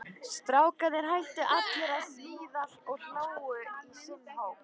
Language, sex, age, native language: Icelandic, female, 13, Icelandic